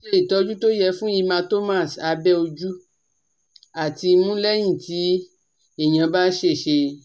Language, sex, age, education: Yoruba, female, 30-45, tertiary